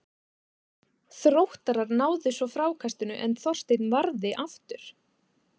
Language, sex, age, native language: Icelandic, female, 20-29, Icelandic